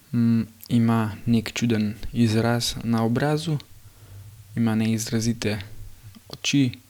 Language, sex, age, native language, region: Slovenian, male, 18-29, Slovenian, Gorenjska region